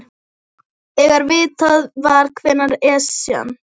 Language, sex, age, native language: Icelandic, female, 10, Icelandic